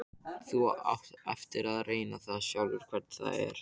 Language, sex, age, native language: Icelandic, male, 13, Icelandic